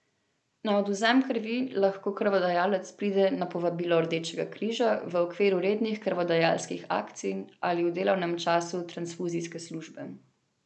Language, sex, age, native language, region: Slovenian, female, 18-29, Slovenian, Central Slovenia